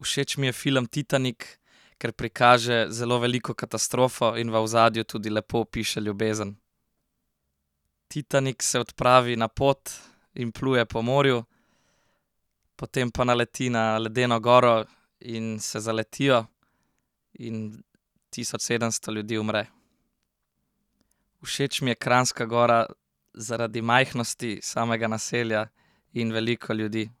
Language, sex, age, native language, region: Slovenian, male, 18-29, Slovenian, Central Slovenia